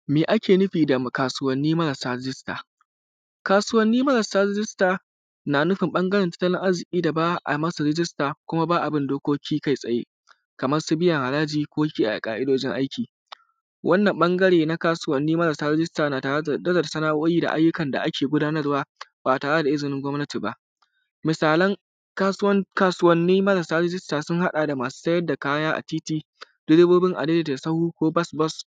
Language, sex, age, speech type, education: Hausa, male, 15-29, spontaneous, tertiary